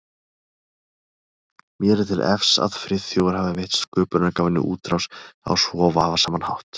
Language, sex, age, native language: Icelandic, male, 30-39, Icelandic